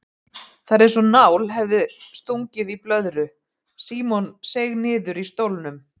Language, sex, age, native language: Icelandic, female, 50-59, Icelandic